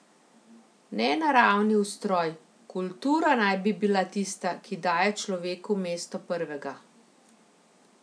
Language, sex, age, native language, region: Slovenian, female, 50-59, Slovenian, Central Slovenia